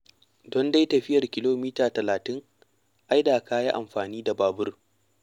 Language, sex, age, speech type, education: Hausa, male, 15-29, read, tertiary